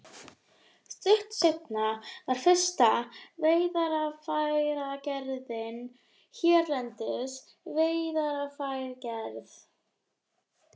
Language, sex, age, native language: Icelandic, female, 12, Icelandic